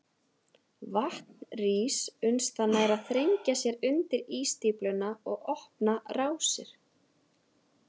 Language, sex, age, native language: Icelandic, female, 30-39, Icelandic